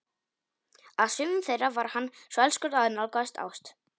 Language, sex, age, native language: Icelandic, male, 18-19, Polish